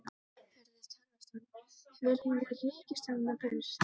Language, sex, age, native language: Icelandic, female, 13, Icelandic